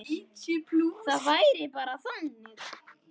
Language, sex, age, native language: Icelandic, male, 10, Icelandic